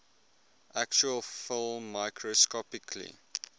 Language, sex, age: English, male, 21